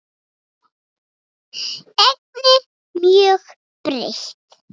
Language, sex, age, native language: Icelandic, female, 5, Icelandic